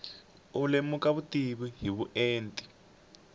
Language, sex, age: Tsonga, male, 18